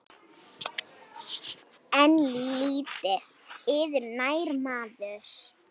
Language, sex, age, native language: Icelandic, female, 9, Icelandic